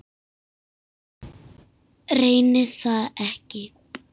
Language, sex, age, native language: Icelandic, female, 6, Icelandic